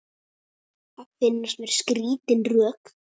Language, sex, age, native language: Icelandic, male, 9, Icelandic